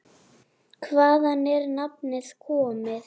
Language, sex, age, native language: Icelandic, female, 7, Icelandic